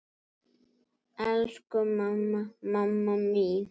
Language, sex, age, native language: Icelandic, female, 7, Icelandic